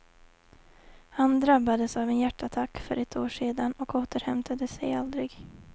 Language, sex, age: Swedish, female, 20